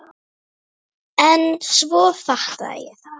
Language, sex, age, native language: Icelandic, female, 9, Icelandic